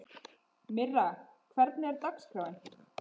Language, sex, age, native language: Icelandic, female, 20-29, Icelandic